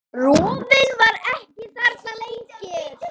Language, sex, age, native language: Icelandic, female, 9, Icelandic